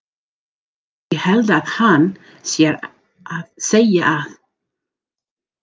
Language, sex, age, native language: Icelandic, female, 40-49, English